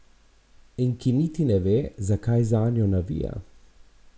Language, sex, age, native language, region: Slovenian, male, 50-59, Slovenian, Abroad